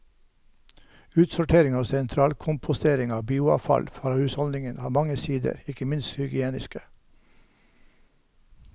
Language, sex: Norwegian, male